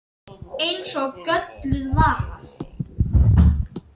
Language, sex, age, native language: Icelandic, female, 9, Icelandic